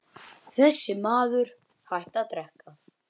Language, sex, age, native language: Icelandic, male, 10, Icelandic